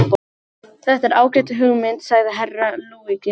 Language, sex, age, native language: Icelandic, female, 18-19, Icelandic